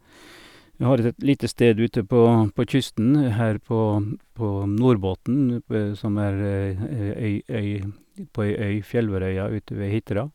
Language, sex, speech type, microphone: Norwegian, male, spontaneous, Sennheiser